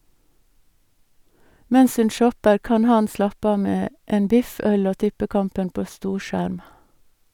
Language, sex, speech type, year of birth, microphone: Norwegian, female, read, 1962, Sennheiser